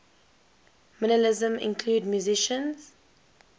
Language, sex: English, female